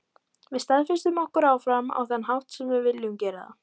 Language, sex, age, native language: Icelandic, female, 18-19, Icelandic